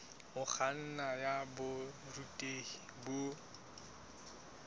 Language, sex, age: Southern Sotho, male, 19